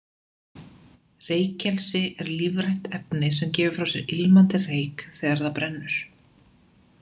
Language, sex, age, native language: Icelandic, female, 20-29, Icelandic